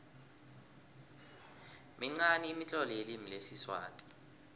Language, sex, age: South Ndebele, male, 20